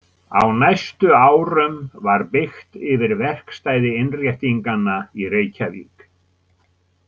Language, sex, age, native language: Icelandic, male, 70-79, Icelandic